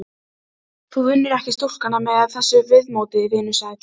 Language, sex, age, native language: Icelandic, female, 12, Icelandic